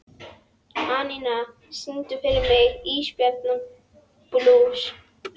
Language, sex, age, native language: Icelandic, female, 11, Icelandic